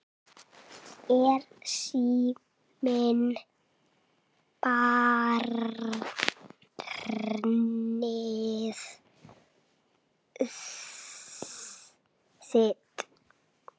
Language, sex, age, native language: Icelandic, female, 6, Icelandic